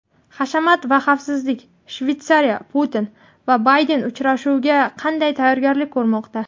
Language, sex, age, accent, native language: Uzbek, female, 18-24, Qashqadaryo, Uzbek